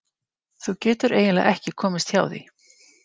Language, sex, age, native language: Icelandic, female, 50-59, Icelandic